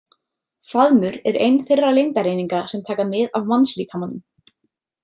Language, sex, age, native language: Icelandic, female, 30-39, Icelandic